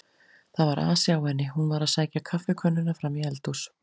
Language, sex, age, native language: Icelandic, female, 40-49, Icelandic